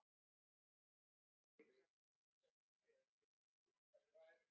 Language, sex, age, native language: Icelandic, female, 30-39, Icelandic